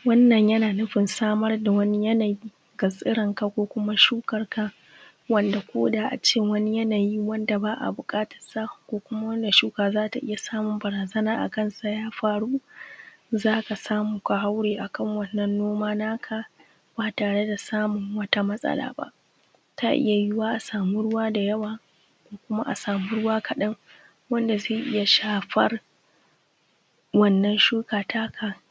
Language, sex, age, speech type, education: Hausa, female, 15-29, spontaneous, secondary